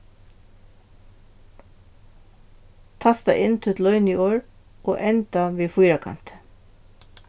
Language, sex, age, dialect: Faroese, female, 36-60, Vágar